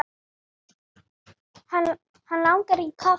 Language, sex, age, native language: Icelandic, female, 10, Icelandic